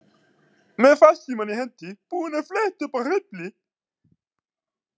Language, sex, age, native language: Icelandic, male, 30-39, Icelandic